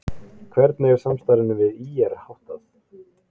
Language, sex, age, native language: Icelandic, male, 20-29, Icelandic